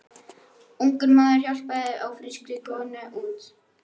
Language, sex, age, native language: Icelandic, male, 11, Icelandic